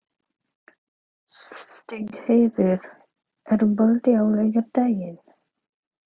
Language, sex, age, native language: Icelandic, female, 30-39, Filipino